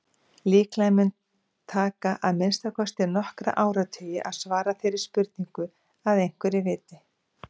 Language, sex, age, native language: Icelandic, female, 50-59, Icelandic